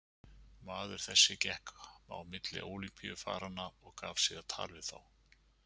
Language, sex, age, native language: Icelandic, male, 50-59, Icelandic